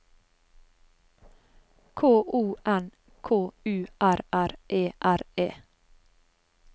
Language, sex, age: Norwegian, female, 30